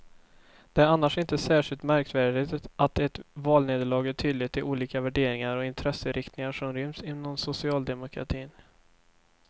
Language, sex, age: Swedish, male, 24